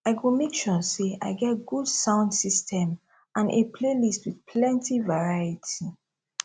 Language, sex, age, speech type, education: Nigerian Pidgin, female, 15-29, spontaneous, tertiary